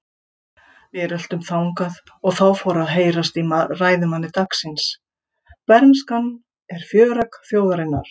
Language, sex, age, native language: Icelandic, female, 50-59, Icelandic